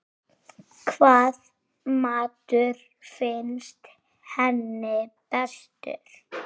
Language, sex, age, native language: Icelandic, female, 6, Icelandic